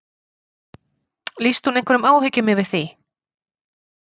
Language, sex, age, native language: Icelandic, female, 40-49, Icelandic